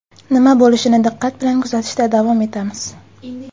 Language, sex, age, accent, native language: Uzbek, female, 18-24, Jizzax, Uzbek